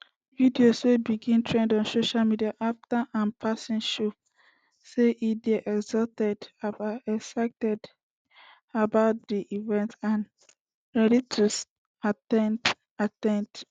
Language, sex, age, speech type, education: Nigerian Pidgin, female, 15-29, spontaneous, secondary